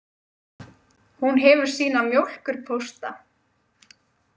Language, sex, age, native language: Icelandic, female, 20-29, Icelandic